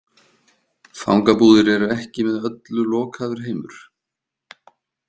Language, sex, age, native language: Icelandic, male, 50-59, Icelandic